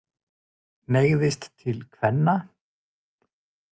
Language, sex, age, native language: Icelandic, male, 40-49, Icelandic